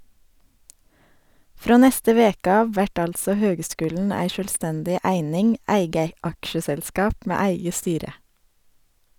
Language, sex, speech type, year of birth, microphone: Norwegian, female, read, 1987, Sennheiser